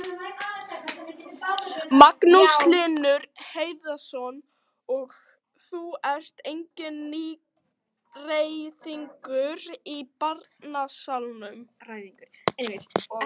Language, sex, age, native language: Icelandic, female, 12, Icelandic